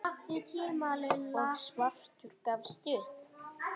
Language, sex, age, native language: Icelandic, female, 8, Icelandic